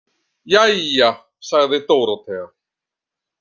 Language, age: Icelandic, 50-59